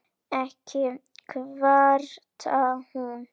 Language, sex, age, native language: Icelandic, female, 9, Icelandic